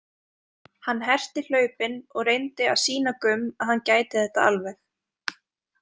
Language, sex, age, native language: Icelandic, female, 20-29, Icelandic